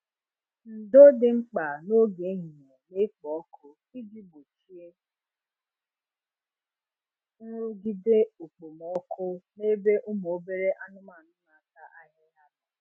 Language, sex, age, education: Igbo, female, 30-45, tertiary